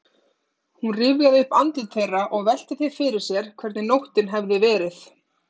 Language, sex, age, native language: Icelandic, female, 30-39, Icelandic